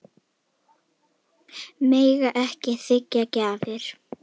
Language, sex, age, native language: Icelandic, female, 18-19, Icelandic